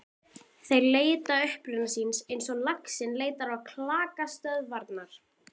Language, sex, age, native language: Icelandic, female, 12, Icelandic